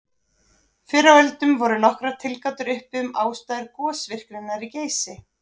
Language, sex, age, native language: Icelandic, female, 30-39, Icelandic